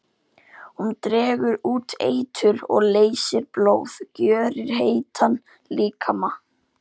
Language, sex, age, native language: Icelandic, female, 40-49, Icelandic